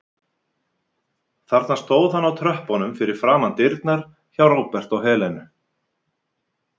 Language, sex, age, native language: Icelandic, male, 50-59, Icelandic